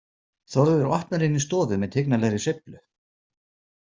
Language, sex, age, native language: Icelandic, male, 40-49, Icelandic